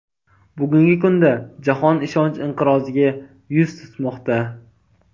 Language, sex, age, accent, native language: Uzbek, male, 18-24, Toshkent viloyati, Uzbek